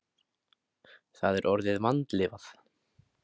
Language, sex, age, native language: Icelandic, male, 18-19, Icelandic